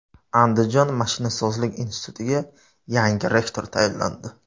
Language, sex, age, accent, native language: Uzbek, male, 25-34, Surxondaryo, Uzbek